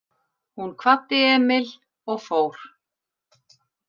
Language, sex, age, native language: Icelandic, female, 40-49, Icelandic